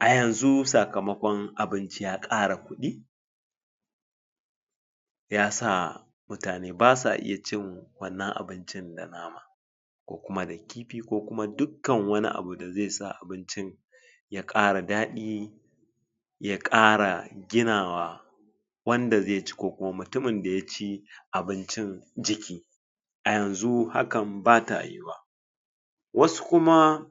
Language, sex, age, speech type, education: Hausa, male, 46-60, spontaneous, tertiary